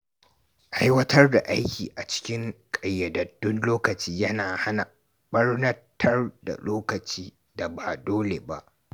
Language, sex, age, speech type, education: Hausa, male, 46-60, read, tertiary